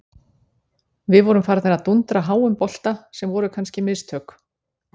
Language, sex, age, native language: Icelandic, female, 40-49, Icelandic